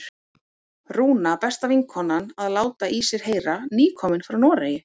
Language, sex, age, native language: Icelandic, female, 18-19, Icelandic